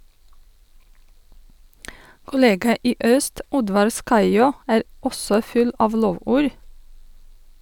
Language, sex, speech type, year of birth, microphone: Norwegian, female, read, 1982, Sennheiser